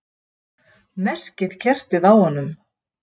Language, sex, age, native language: Icelandic, female, 50-59, Icelandic